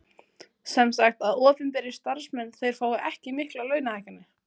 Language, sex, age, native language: Icelandic, female, 20-29, Icelandic